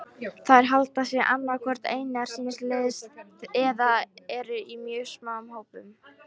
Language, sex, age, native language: Icelandic, female, 18-19, Icelandic